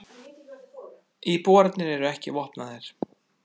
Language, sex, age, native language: Icelandic, male, 30-39, Icelandic